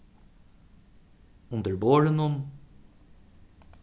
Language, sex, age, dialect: Faroese, male, 36-60, Suðuroy